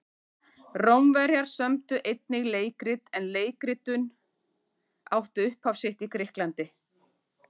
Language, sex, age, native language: Icelandic, female, 40-49, Icelandic